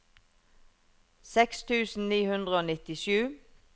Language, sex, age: Norwegian, female, 51